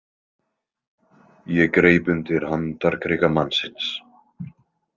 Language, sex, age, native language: Icelandic, male, 20-29, Icelandic